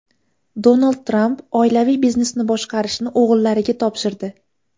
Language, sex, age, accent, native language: Uzbek, female, 18-24, Farg'ona, Uzbek